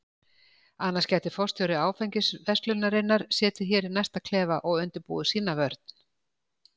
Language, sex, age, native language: Icelandic, female, 60-69, Icelandic